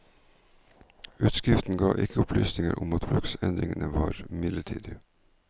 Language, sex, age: Norwegian, male, 49